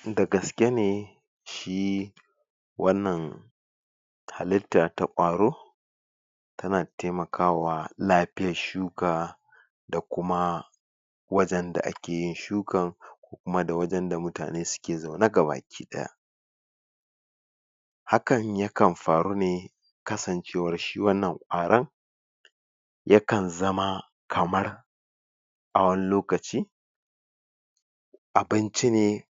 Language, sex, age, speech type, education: Hausa, male, 46-60, spontaneous, tertiary